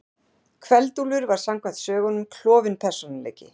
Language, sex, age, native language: Icelandic, female, 50-59, Icelandic